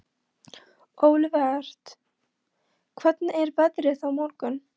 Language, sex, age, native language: Icelandic, female, 13, Polish